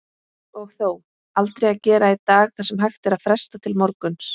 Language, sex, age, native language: Icelandic, female, 20-29, Icelandic